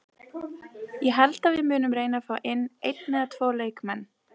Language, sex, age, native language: Icelandic, female, 30-39, Icelandic